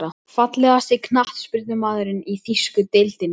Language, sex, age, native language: Icelandic, male, 12, Icelandic